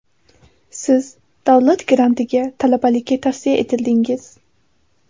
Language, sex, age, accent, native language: Uzbek, female, 18-24, Samarqand, Uzbek